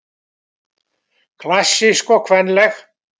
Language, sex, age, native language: Icelandic, male, 70-79, Icelandic